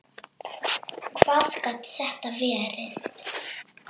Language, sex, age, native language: Icelandic, female, 7, Icelandic